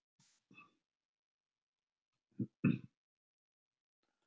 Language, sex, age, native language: Icelandic, male, 70-79, Icelandic